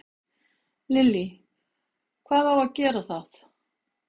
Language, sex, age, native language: Icelandic, female, 50-59, Icelandic